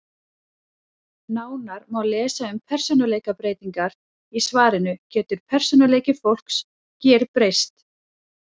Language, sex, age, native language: Icelandic, female, 30-39, Icelandic